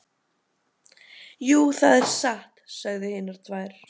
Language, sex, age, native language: Icelandic, female, 12, Icelandic